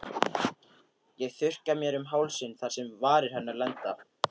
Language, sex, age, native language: Icelandic, male, 13, Icelandic